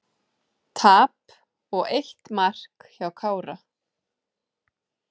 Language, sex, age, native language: Icelandic, female, 30-39, Icelandic